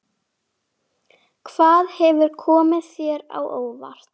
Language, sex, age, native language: Icelandic, female, 11, Icelandic